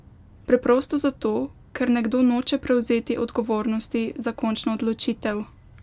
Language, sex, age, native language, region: Slovenian, female, 18-29, Slovenian, Pomurje region